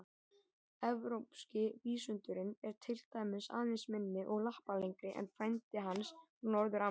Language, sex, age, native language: Icelandic, male, 18-19, Icelandic